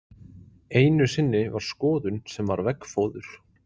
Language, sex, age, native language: Icelandic, male, 20-29, Icelandic